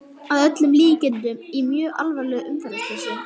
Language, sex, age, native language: Icelandic, male, 11, Icelandic